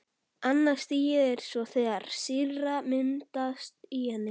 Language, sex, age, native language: Icelandic, male, 11, Icelandic